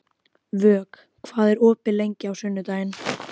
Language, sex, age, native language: Icelandic, female, 12, Icelandic